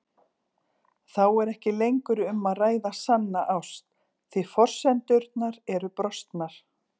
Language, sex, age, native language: Icelandic, female, 40-49, Icelandic